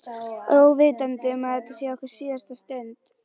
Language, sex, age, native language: Icelandic, female, 11, Icelandic